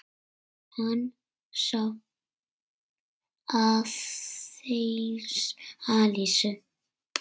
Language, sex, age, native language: Icelandic, female, 6, Icelandic